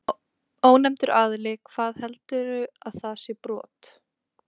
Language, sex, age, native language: Icelandic, female, 20-29, Icelandic